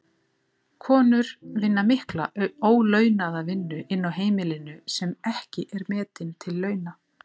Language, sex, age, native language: Icelandic, female, 40-49, Icelandic